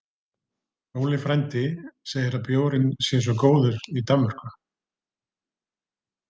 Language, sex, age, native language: Icelandic, male, 30-39, Icelandic